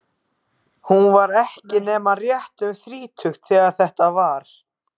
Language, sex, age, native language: Icelandic, other, 14, Icelandic